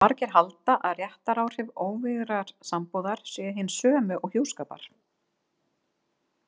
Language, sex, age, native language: Icelandic, female, 50-59, Icelandic